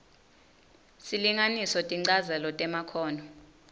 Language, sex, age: Swati, female, 19